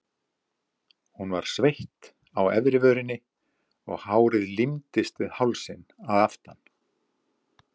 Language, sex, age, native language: Icelandic, male, 70-79, Icelandic